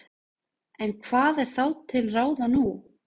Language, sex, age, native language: Icelandic, female, 20-29, Icelandic